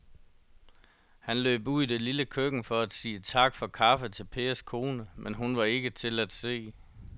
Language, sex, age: Danish, male, 37